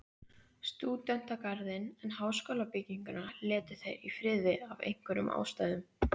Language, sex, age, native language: Icelandic, female, 15, Icelandic